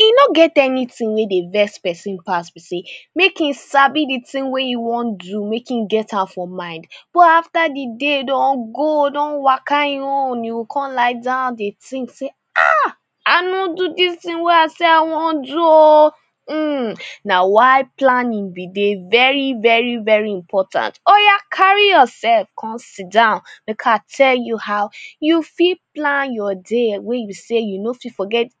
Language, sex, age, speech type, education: Nigerian Pidgin, female, 15-29, spontaneous, secondary